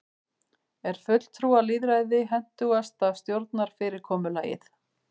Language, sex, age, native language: Icelandic, female, 50-59, Icelandic